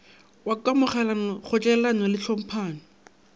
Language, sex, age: Northern Sotho, male, 22